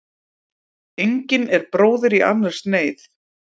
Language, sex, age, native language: Icelandic, female, 30-39, Icelandic